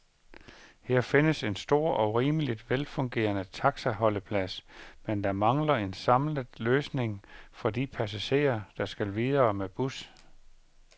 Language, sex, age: Danish, male, 51